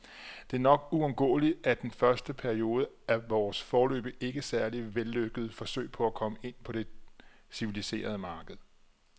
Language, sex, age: Danish, male, 34